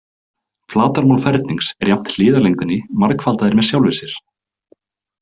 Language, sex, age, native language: Icelandic, male, 20-29, Icelandic